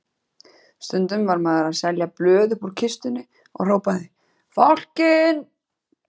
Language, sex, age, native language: Icelandic, female, 30-39, Icelandic